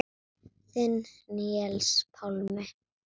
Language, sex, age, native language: Icelandic, female, 9, Icelandic